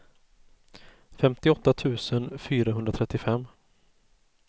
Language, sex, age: Swedish, male, 30